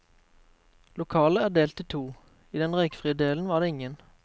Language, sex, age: Norwegian, male, 23